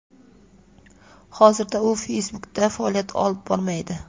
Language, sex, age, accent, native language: Uzbek, female, 25-34, Toshkent viloyati, Uzbek